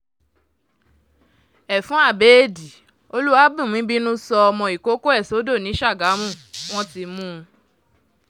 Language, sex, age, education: Yoruba, female, 15-29, tertiary